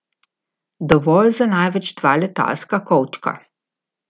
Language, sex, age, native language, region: Slovenian, female, 50-59, Slovenian, Gorica region